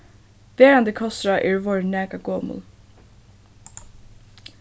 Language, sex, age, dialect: Faroese, female, 15-35, Suðurstreymoy